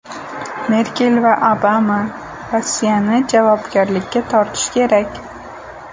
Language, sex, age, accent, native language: Uzbek, female, 18-24, Toshkent viloyati, Uzbek